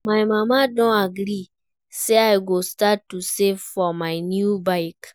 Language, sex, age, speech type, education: Nigerian Pidgin, female, 15-29, read, primary